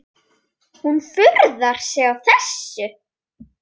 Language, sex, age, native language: Icelandic, female, 8, Icelandic